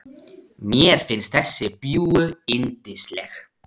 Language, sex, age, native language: Icelandic, male, 16, Icelandic